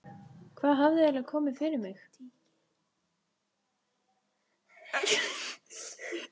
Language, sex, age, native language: Icelandic, female, 14, Icelandic